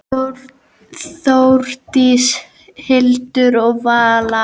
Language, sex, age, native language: Icelandic, female, 10, Icelandic